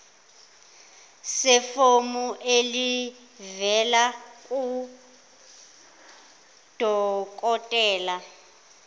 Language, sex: Zulu, female